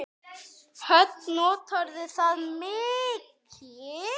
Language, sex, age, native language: Icelandic, male, 6, Icelandic